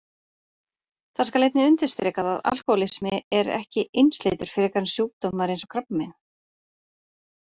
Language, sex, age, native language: Icelandic, female, 30-39, Icelandic